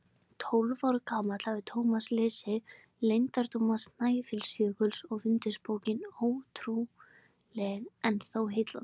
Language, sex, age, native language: Icelandic, female, 20-29, Icelandic